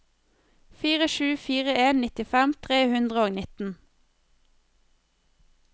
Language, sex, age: Norwegian, female, 23